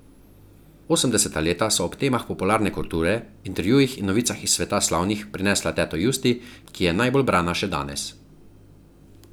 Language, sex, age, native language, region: Slovenian, male, 30-49, Slovenian, Central Slovenia